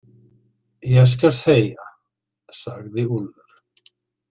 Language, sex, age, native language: Icelandic, male, 60-69, Icelandic